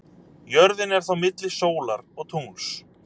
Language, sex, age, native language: Icelandic, male, 30-39, Icelandic